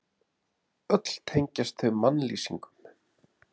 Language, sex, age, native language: Icelandic, male, 30-39, Icelandic